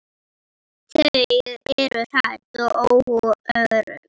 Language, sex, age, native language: Icelandic, female, 10, Icelandic